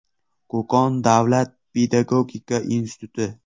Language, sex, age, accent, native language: Uzbek, male, 18-24, Samarqand, Uzbek